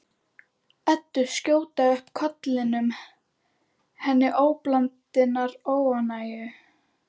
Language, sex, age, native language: Icelandic, female, 11, Icelandic